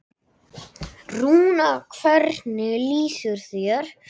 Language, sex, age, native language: Icelandic, male, 8, Icelandic